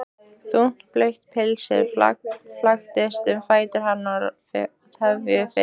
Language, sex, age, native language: Icelandic, female, 15, Icelandic